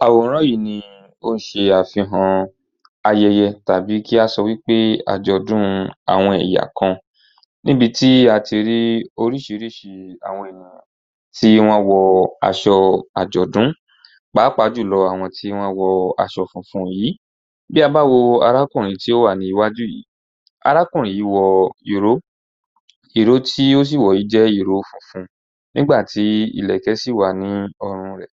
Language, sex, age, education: Yoruba, male, 15-29, tertiary